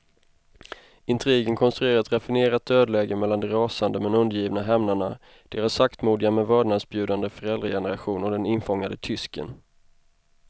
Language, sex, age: Swedish, male, 25